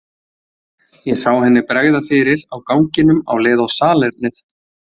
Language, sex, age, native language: Icelandic, male, 20-29, Icelandic